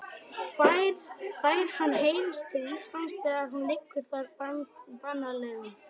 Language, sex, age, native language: Icelandic, male, 12, Icelandic